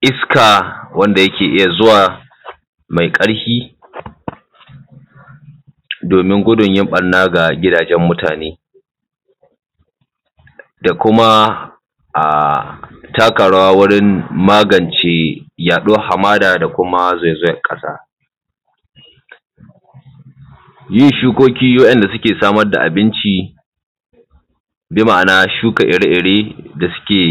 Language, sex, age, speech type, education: Hausa, male, 15-29, spontaneous, tertiary